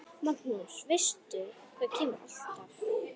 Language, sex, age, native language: Icelandic, female, 9, Icelandic